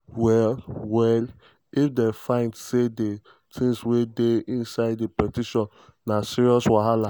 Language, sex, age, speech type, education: Nigerian Pidgin, male, 15-29, spontaneous, tertiary